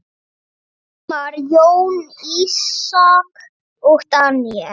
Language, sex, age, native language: Icelandic, female, 9, Icelandic